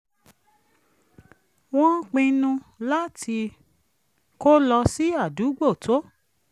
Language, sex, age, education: Yoruba, female, 30-45, tertiary